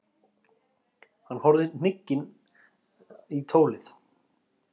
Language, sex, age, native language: Icelandic, male, 30-39, Icelandic